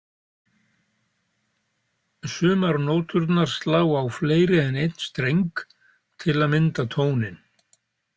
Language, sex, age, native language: Icelandic, male, 70-79, Icelandic